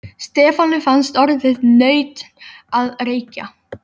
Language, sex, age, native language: Icelandic, female, 13, Icelandic